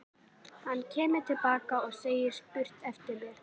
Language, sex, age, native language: Icelandic, female, 11, Icelandic